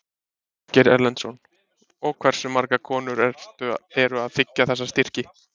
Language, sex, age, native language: Icelandic, male, 30-39, Icelandic